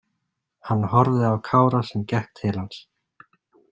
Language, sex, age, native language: Icelandic, male, 30-39, Icelandic